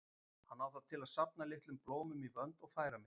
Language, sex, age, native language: Icelandic, male, 50-59, Icelandic